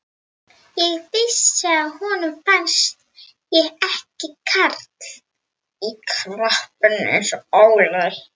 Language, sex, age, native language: Icelandic, female, 18-19, Icelandic